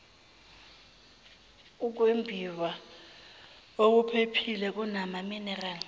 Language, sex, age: Zulu, female, 24